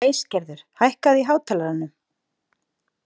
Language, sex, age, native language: Icelandic, female, 40-49, Icelandic